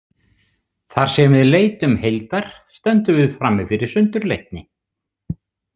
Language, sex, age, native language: Icelandic, male, 60-69, Icelandic